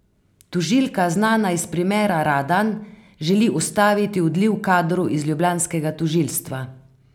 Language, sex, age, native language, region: Slovenian, female, 50-59, Slovenian, Carinthia region